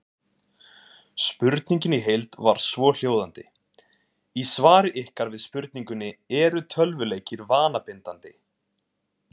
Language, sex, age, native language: Icelandic, male, 20-29, Icelandic